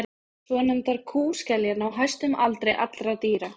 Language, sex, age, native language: Icelandic, female, 20-29, Icelandic